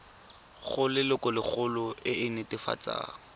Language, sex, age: Tswana, male, 23